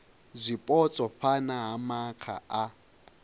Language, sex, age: Venda, male, 22